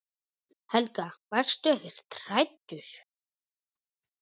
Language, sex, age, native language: Icelandic, male, 10, Icelandic